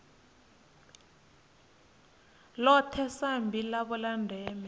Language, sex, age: Venda, female, 22